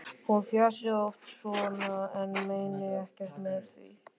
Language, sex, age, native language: Icelandic, male, 13, Icelandic